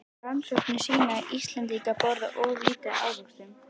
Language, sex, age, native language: Icelandic, female, 11, Icelandic